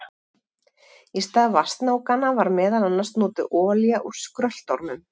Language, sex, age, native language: Icelandic, female, 40-49, Icelandic